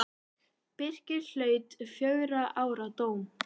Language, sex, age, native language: Icelandic, female, 18-19, Icelandic